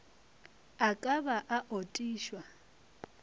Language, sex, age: Northern Sotho, female, 23